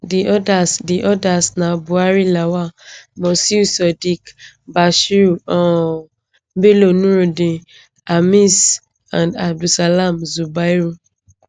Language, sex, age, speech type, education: Nigerian Pidgin, female, 15-29, spontaneous, tertiary